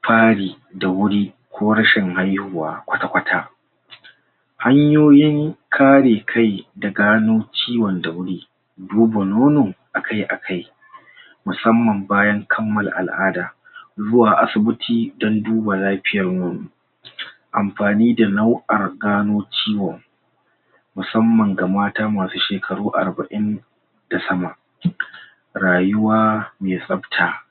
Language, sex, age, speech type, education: Hausa, male, 46-60, spontaneous, tertiary